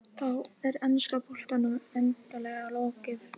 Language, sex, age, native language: Icelandic, female, 18-19, Icelandic